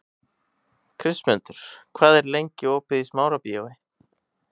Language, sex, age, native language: Icelandic, male, 18-19, Icelandic